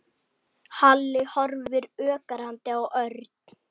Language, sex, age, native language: Icelandic, male, 9, Icelandic